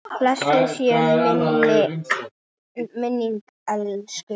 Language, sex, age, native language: Icelandic, male, 9, Icelandic